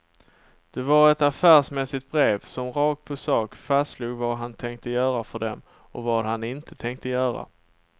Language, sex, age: Swedish, male, 27